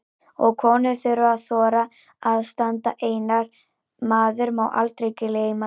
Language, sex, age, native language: Icelandic, female, 18-19, Icelandic